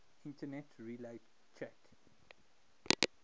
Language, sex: English, male